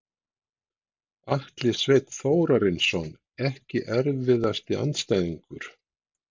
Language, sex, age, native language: Icelandic, male, 60-69, Icelandic